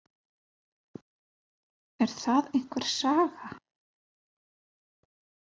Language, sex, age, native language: Icelandic, female, 50-59, Icelandic